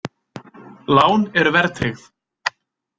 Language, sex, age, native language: Icelandic, male, 20-29, Icelandic